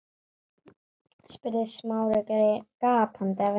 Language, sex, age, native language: Icelandic, female, 9, Icelandic